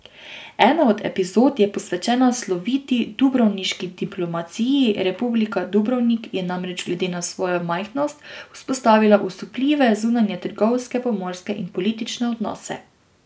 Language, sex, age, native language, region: Slovenian, female, 18-29, Slovenian, Drava region